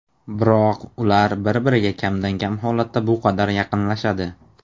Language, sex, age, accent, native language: Uzbek, male, 19-29, Namangan, Uzbek